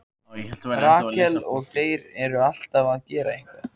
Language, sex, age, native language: Icelandic, male, 14, Icelandic